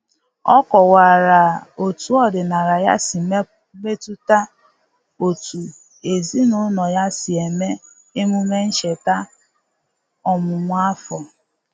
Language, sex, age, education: Igbo, female, 15-29, tertiary